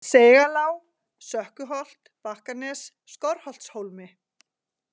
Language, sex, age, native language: Icelandic, female, 40-49, Icelandic